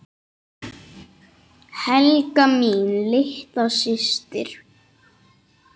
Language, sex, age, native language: Icelandic, male, 8, Icelandic